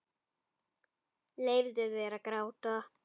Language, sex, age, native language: Icelandic, female, 10, Icelandic